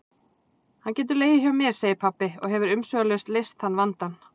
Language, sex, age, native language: Icelandic, female, 40-49, Icelandic